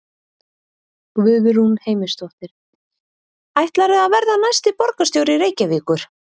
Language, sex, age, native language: Icelandic, female, 30-39, Icelandic